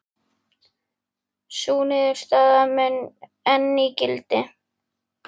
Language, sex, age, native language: Icelandic, male, 11, Icelandic